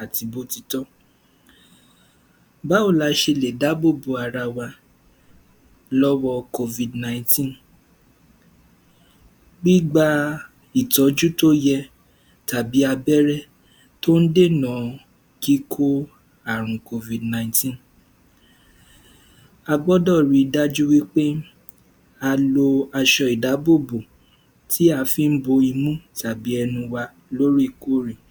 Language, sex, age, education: Yoruba, male, 15-29, tertiary